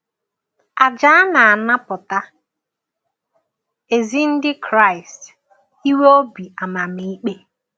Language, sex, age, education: Igbo, female, 15-29, tertiary